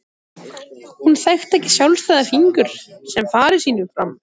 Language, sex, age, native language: Icelandic, male, 14, Icelandic